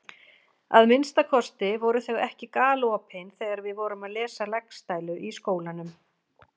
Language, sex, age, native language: Icelandic, female, 40-49, Icelandic